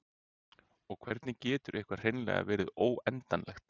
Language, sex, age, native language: Icelandic, male, 30-39, Icelandic